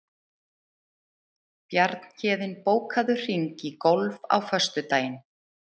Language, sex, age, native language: Icelandic, female, 30-39, Icelandic